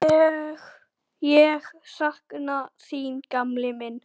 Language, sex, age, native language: Icelandic, male, 9, Icelandic